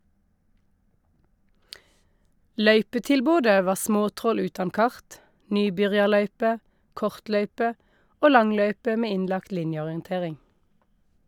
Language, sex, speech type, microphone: Norwegian, female, read, Shure